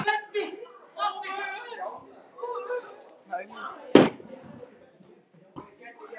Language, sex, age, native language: Icelandic, male, 13, Icelandic